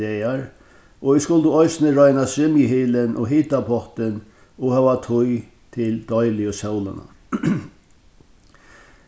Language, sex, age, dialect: Faroese, male, 61+, Norðurstreymoy/Eysturoy